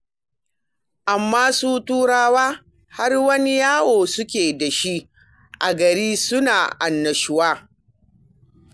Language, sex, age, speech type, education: Hausa, female, 60+, read, primary